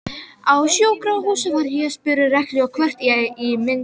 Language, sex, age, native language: Icelandic, female, 12, Icelandic